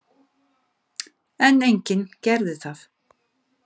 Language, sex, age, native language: Icelandic, female, 50-59, Icelandic